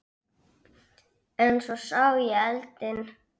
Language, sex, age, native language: Icelandic, female, 9, Icelandic